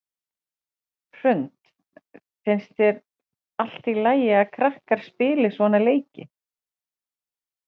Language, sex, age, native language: Icelandic, female, 40-49, Icelandic